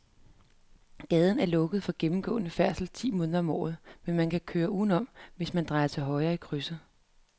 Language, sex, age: Danish, female, 33